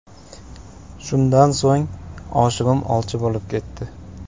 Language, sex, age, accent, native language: Uzbek, male, 25-34, Andijon, Uzbek